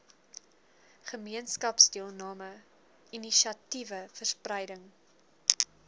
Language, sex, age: Afrikaans, female, 20